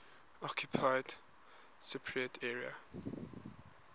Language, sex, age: English, male, 21